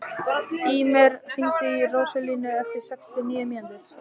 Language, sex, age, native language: Icelandic, male, 13, Icelandic